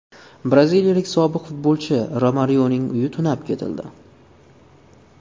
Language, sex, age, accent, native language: Uzbek, male, 19-29, Toshkent viloyati, Uzbek